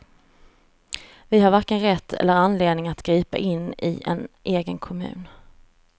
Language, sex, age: Swedish, female, 34